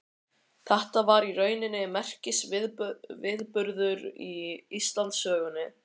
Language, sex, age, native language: Icelandic, male, 13, Icelandic